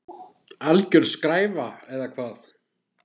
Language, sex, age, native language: Icelandic, male, 8, Icelandic